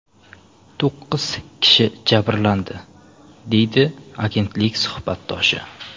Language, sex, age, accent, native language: Uzbek, male, 18-24, Samarqand, Uzbek